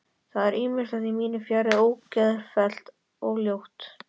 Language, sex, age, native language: Icelandic, male, 13, Icelandic